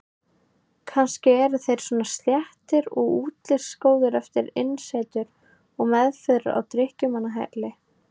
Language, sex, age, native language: Icelandic, female, 18-19, Icelandic